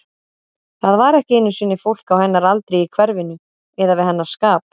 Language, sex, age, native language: Icelandic, female, 30-39, Icelandic